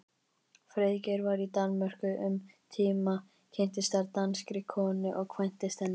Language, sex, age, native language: Icelandic, male, 18-19, Icelandic